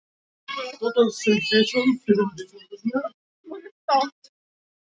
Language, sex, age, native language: Icelandic, male, 13, Polish